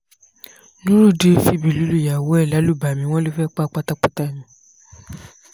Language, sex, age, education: Yoruba, female, 15-29, tertiary